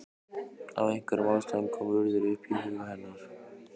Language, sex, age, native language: Icelandic, male, 15, Icelandic